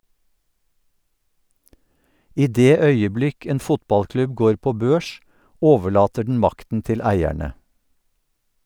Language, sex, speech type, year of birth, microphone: Norwegian, male, read, 1952, Sennheiser